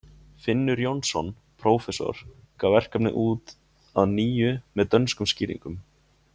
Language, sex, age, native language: Icelandic, male, 20-29, Icelandic